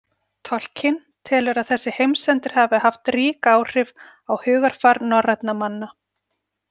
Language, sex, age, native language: Icelandic, female, 40-49, Icelandic